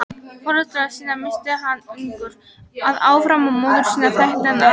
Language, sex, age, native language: Icelandic, female, 18-19, Icelandic